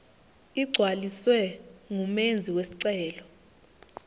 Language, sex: Zulu, female